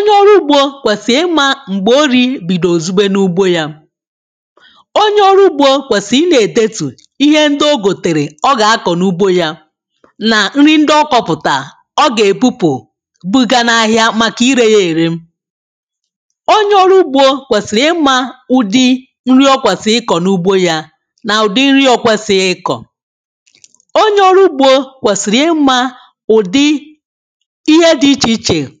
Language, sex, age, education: Igbo, female, 15-29, tertiary